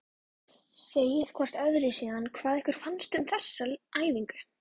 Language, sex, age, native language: Icelandic, female, 12, Icelandic